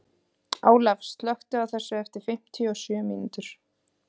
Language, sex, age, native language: Icelandic, female, 30-39, Icelandic